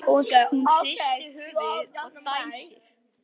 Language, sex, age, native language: Icelandic, male, 10, Icelandic